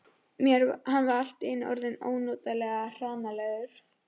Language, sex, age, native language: Icelandic, female, 11, Icelandic